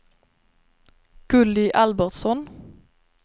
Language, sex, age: Swedish, female, 26